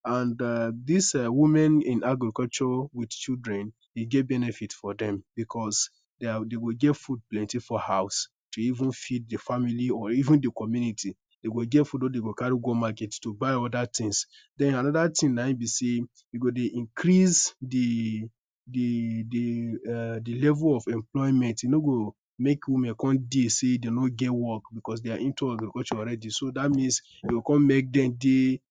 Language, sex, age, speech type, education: Nigerian Pidgin, male, 15-29, spontaneous, tertiary